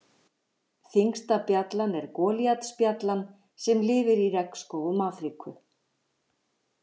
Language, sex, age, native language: Icelandic, female, 50-59, Icelandic